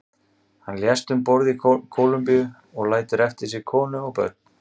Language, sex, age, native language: Icelandic, male, 30-39, Icelandic